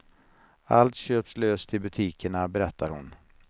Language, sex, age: Swedish, male, 49